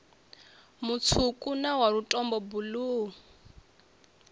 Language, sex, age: Venda, female, 21